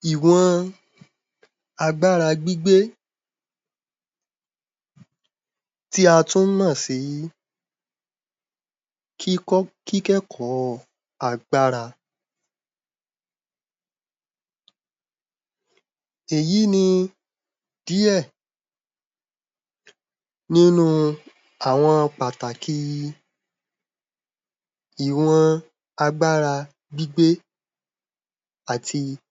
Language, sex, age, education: Yoruba, male, 15-29, primary